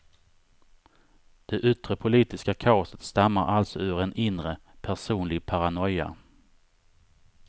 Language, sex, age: Swedish, male, 39